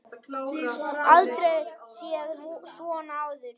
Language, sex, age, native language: Icelandic, male, 8, Icelandic